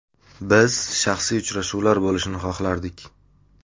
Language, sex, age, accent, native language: Uzbek, male, 19-29, Andijon, Uzbek